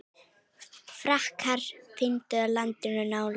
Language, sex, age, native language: Icelandic, female, 9, Icelandic